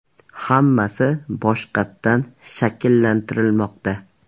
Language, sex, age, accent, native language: Uzbek, male, 18-24, Surxondaryo, Uzbek